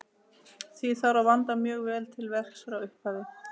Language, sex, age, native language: Icelandic, female, 30-39, Icelandic